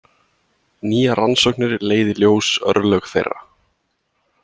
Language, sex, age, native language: Icelandic, male, 20-29, Icelandic